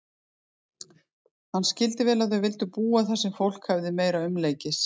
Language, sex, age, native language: Icelandic, female, 50-59, Icelandic